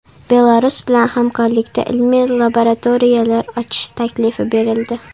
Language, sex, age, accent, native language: Uzbek, female, under 19, Toshkent shahri, Uzbek